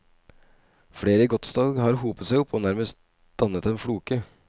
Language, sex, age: Norwegian, male, 25